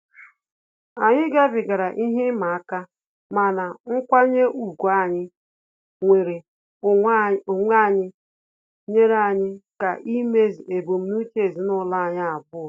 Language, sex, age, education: Igbo, female, 30-45, tertiary